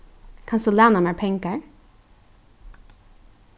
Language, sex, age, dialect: Faroese, female, 15-35, Norðurstreymoy/Eysturoy